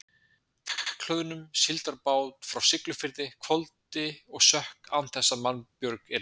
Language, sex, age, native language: Icelandic, male, 20-29, Icelandic